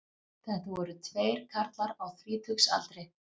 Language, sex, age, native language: Icelandic, female, 40-49, Icelandic